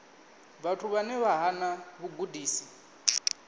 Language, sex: Venda, male